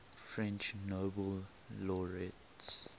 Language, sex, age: English, male, 18